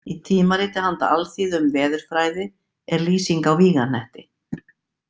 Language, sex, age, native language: Icelandic, female, 50-59, Icelandic